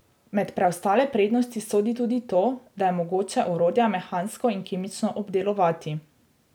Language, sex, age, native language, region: Slovenian, female, 18-29, Slovenian, Drava region